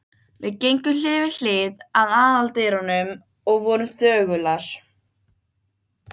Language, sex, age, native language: Icelandic, other, 12, Icelandic